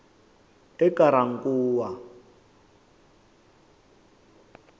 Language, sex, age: South Ndebele, male, 23